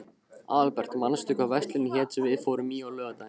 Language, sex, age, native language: Icelandic, male, 15, Icelandic